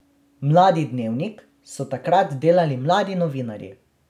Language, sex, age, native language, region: Slovenian, male, 18-29, Slovenian, Drava region